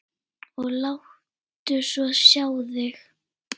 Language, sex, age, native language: Icelandic, female, 7, Icelandic